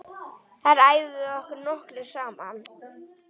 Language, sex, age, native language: Icelandic, male, 9, Icelandic